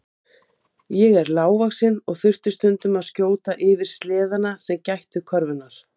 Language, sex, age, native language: Icelandic, female, 50-59, Icelandic